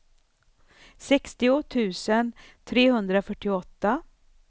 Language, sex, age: Swedish, female, 64